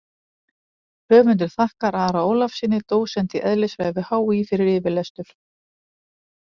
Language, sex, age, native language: Icelandic, female, 40-49, Icelandic